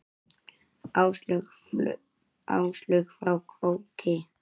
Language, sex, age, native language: Icelandic, male, 9, Icelandic